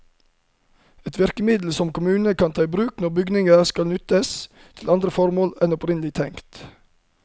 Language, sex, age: Norwegian, male, 31